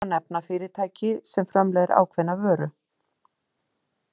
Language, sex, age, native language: Icelandic, female, 50-59, Icelandic